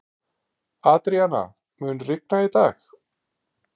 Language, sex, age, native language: Icelandic, male, 12, Icelandic